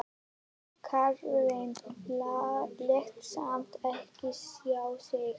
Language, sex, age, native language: Icelandic, male, 11, Icelandic